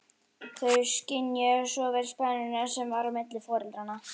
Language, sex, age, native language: Icelandic, female, 11, Icelandic